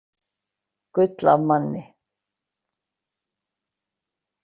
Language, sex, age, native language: Icelandic, female, 60-69, Icelandic